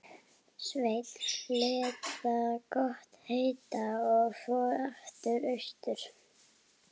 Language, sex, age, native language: Icelandic, female, 12, Icelandic